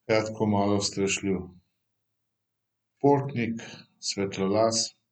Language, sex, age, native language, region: Slovenian, male, 50-59, Slovenian, Central Slovenia